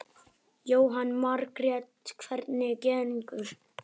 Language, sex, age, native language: Icelandic, male, 9, Icelandic